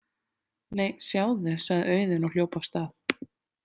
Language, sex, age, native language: Icelandic, female, 30-39, Icelandic